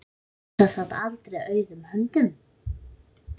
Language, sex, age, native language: Icelandic, female, 9, Icelandic